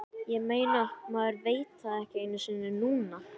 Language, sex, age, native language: Icelandic, male, 11, Icelandic